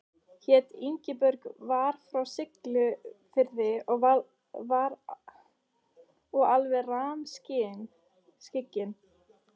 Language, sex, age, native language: Icelandic, female, 13, Icelandic